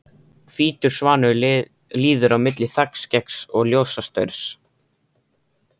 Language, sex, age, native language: Icelandic, male, 13, Icelandic